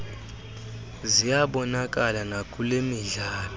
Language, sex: Xhosa, male